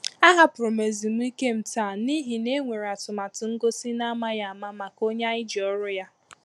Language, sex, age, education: Igbo, female, 15-29, tertiary